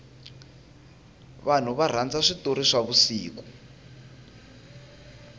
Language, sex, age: Tsonga, male, 19